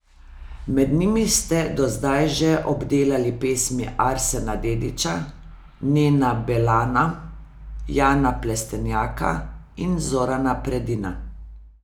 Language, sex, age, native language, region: Slovenian, female, 50-59, Slovenian, Savinja region